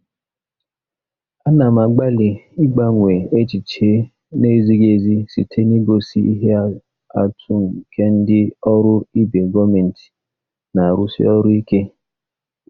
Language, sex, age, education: Igbo, male, 30-45, tertiary